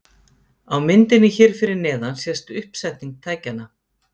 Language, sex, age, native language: Icelandic, female, 50-59, Icelandic